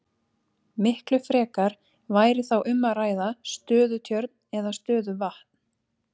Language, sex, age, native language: Icelandic, female, 30-39, Icelandic